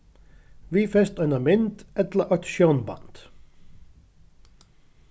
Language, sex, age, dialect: Faroese, male, 36-60, Norðuroyggjar